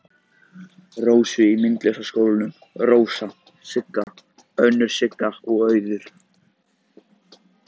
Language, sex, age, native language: Icelandic, male, 14, Icelandic